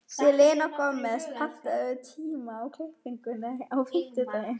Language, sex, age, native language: Icelandic, female, 11, German